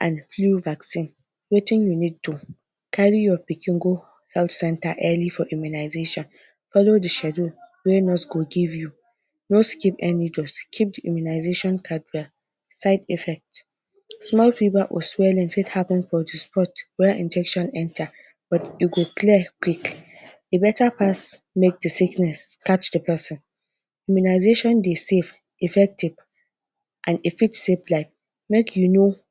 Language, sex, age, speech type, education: Nigerian Pidgin, female, 15-29, spontaneous, tertiary